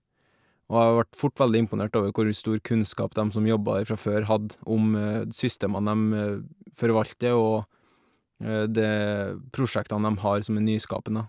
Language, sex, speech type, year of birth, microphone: Norwegian, male, spontaneous, 1989, Shure